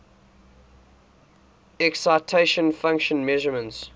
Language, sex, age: English, male, 18